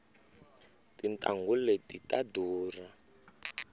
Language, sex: Tsonga, male